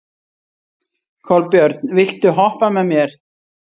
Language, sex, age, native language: Icelandic, female, 60-69, Icelandic